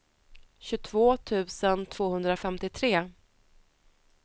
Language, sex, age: Swedish, female, 30